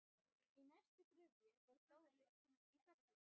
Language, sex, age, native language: Icelandic, female, 12, Icelandic